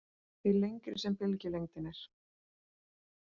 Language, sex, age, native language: Icelandic, female, 40-49, Icelandic